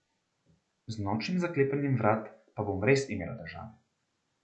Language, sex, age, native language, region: Slovenian, male, 18-29, Slovenian, Central Slovenia